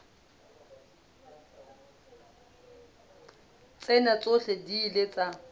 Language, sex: Southern Sotho, female